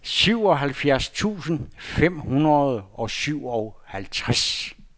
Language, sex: Danish, male